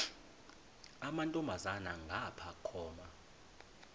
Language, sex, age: Xhosa, male, 20